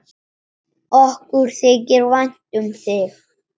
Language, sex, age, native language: Icelandic, male, 7, Icelandic